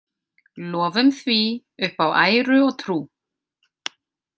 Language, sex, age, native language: Icelandic, male, 50-59, Icelandic